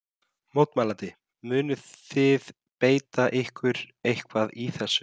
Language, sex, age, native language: Icelandic, male, 30-39, Icelandic